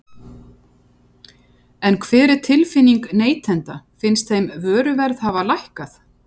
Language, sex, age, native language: Icelandic, female, 50-59, Icelandic